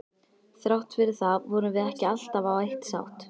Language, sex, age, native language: Icelandic, female, 13, Icelandic